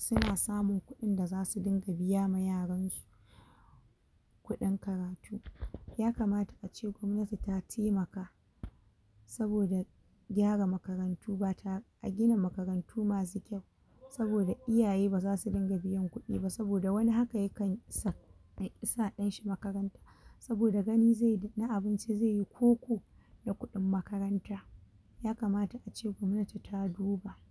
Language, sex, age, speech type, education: Hausa, female, 46-60, spontaneous, tertiary